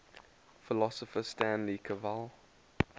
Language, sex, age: English, male, 19